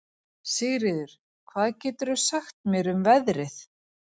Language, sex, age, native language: Icelandic, female, 40-49, Icelandic